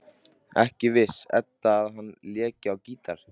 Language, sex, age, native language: Icelandic, male, 13, Icelandic